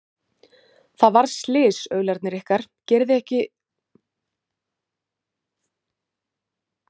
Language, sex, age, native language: Icelandic, female, 30-39, Icelandic